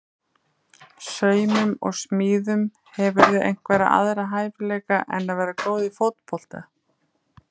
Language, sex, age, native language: Icelandic, female, 30-39, Icelandic